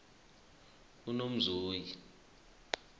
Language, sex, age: South Ndebele, male, 21